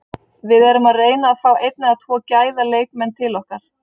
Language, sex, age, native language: Icelandic, female, 30-39, Icelandic